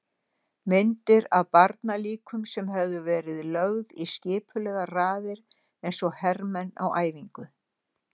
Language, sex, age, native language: Icelandic, female, 60-69, Icelandic